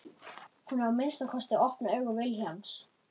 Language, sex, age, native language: Icelandic, male, 11, Icelandic